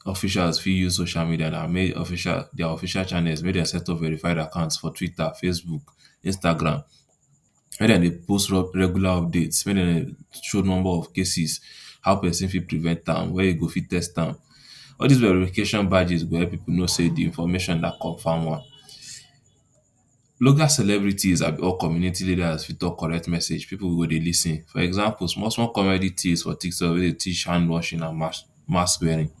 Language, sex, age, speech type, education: Nigerian Pidgin, male, 15-29, spontaneous, tertiary